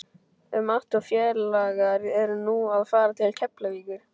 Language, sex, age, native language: Icelandic, male, 12, Icelandic